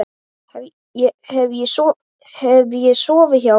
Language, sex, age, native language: Icelandic, male, 8, Icelandic